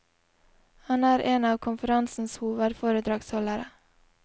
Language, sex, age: Norwegian, female, 20